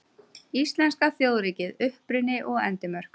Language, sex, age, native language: Icelandic, female, 30-39, Icelandic